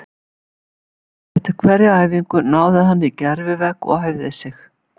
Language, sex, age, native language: Icelandic, female, 70-79, Icelandic